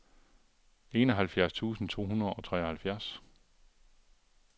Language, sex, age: Danish, male, 42